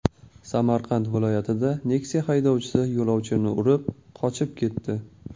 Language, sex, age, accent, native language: Uzbek, male, 19-29, Toshkent viloyati, Kazakh